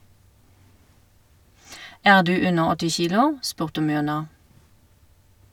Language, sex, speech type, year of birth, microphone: Norwegian, female, read, 1971, Shure